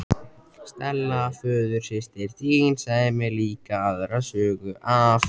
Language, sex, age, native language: Icelandic, male, 14, Icelandic